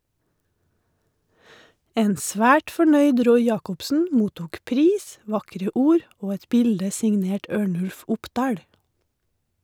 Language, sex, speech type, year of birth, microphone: Norwegian, female, read, 1981, Shure